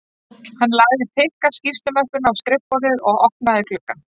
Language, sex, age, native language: Icelandic, female, 30-39, Icelandic